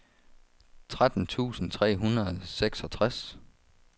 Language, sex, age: Danish, male, 35